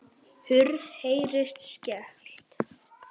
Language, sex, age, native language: Icelandic, male, 8, Icelandic